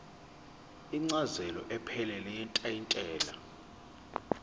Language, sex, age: Zulu, male, 21